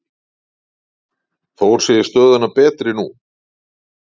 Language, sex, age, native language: Icelandic, male, 40-49, Icelandic